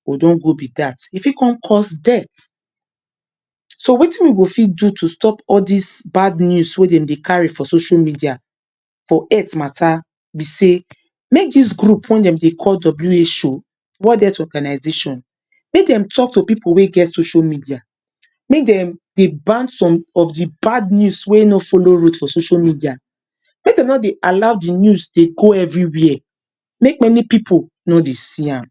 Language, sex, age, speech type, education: Nigerian Pidgin, female, 30-45, spontaneous, tertiary